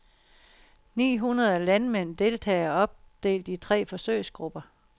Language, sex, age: Danish, female, 60